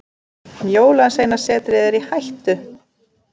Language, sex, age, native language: Icelandic, female, 30-39, Icelandic